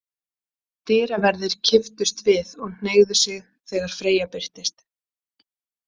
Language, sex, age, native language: Icelandic, female, 20-29, Icelandic